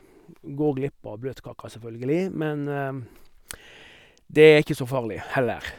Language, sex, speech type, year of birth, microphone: Norwegian, male, spontaneous, 1958, Sennheiser